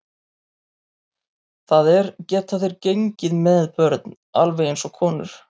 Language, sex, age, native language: Icelandic, male, 30-39, Icelandic